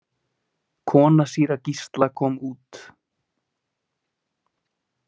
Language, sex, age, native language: Icelandic, male, 20-29, Icelandic